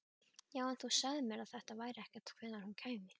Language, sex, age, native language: Icelandic, female, 12, Icelandic